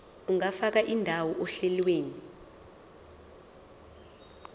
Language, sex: Zulu, female